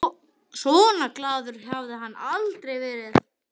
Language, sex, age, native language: Icelandic, male, 12, Icelandic